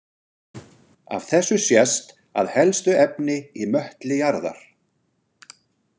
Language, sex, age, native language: Icelandic, male, 60-69, Icelandic